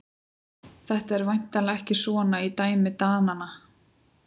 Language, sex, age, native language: Icelandic, female, 20-29, Icelandic